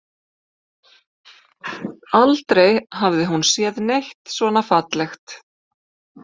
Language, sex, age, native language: Icelandic, female, 50-59, Icelandic